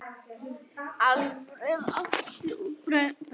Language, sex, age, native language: Icelandic, female, 8, Icelandic